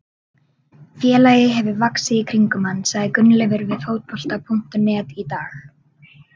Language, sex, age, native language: Icelandic, male, 30-39, Icelandic